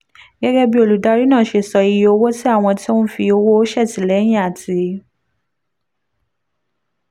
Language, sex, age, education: Yoruba, female, 15-29, tertiary